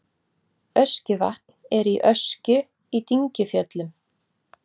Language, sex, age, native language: Icelandic, female, 40-49, Icelandic